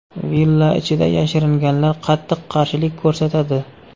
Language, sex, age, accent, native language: Uzbek, male, 25-34, Xorazm, Uzbek